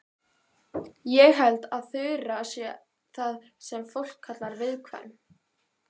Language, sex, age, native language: Icelandic, female, 12, Icelandic